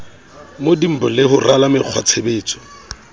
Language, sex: Southern Sotho, male